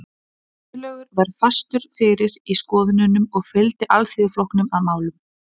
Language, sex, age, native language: Icelandic, female, 20-29, Icelandic